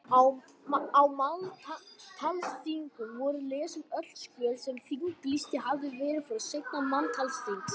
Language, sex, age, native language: Icelandic, male, 18-19, Icelandic